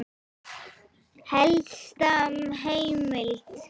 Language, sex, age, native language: Icelandic, female, 7, Icelandic